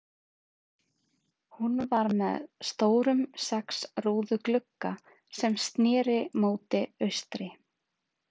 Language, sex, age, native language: Icelandic, female, 30-39, Icelandic